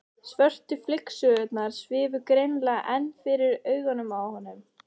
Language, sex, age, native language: Icelandic, female, 13, Icelandic